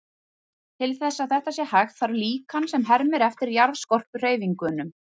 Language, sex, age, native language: Icelandic, female, 30-39, Icelandic